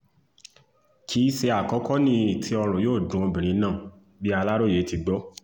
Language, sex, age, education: Yoruba, male, 15-29, tertiary